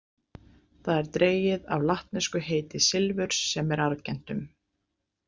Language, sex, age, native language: Icelandic, female, 30-39, Icelandic